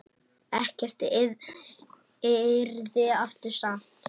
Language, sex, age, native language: Icelandic, male, 8, Icelandic